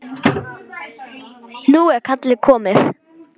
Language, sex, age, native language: Icelandic, male, 10, Icelandic